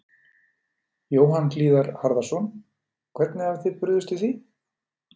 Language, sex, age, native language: Icelandic, male, 40-49, Icelandic